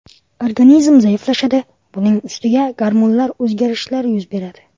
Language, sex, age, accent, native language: Uzbek, male, under 19, Toshkent viloyati, Uzbek